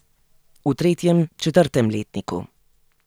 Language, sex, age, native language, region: Slovenian, female, 30-49, Slovenian, Gorenjska region